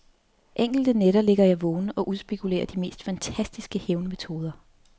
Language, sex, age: Danish, female, 30